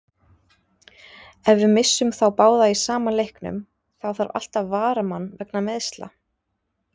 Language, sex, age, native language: Icelandic, female, 30-39, Icelandic